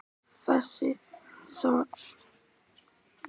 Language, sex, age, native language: Icelandic, male, 18-19, Icelandic